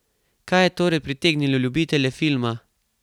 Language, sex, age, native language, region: Slovenian, male, 18-29, Slovenian, Carinthia region